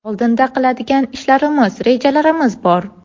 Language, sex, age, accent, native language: Uzbek, female, 18-24, Navoiy, Uzbek